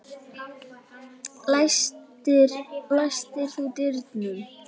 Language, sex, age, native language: Icelandic, female, 10, Icelandic